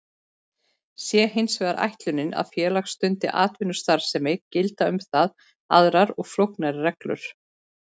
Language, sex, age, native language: Icelandic, female, 40-49, Icelandic